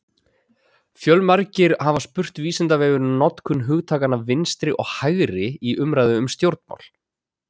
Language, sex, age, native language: Icelandic, male, 20-29, Icelandic